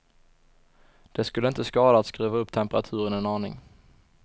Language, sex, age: Swedish, male, 21